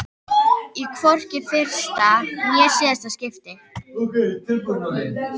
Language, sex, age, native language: Icelandic, female, 13, Icelandic